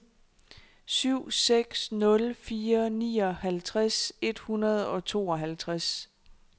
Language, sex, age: Danish, female, 26